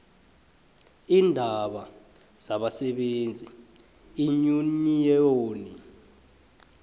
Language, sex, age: South Ndebele, male, 23